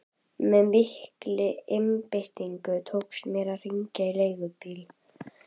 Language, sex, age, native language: Icelandic, female, 11, Icelandic